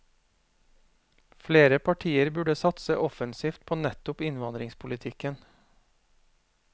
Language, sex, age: Norwegian, male, 40